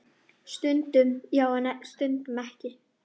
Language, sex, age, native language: Icelandic, female, 10, Icelandic